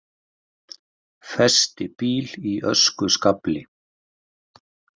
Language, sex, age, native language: Icelandic, male, 50-59, Icelandic